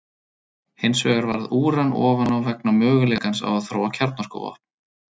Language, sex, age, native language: Icelandic, male, 30-39, Icelandic